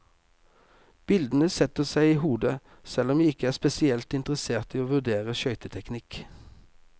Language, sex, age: Norwegian, male, 48